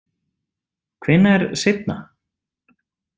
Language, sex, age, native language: Icelandic, male, 30-39, Icelandic